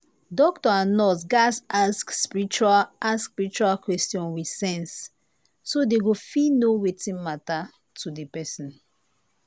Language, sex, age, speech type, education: Nigerian Pidgin, female, 15-29, spontaneous, tertiary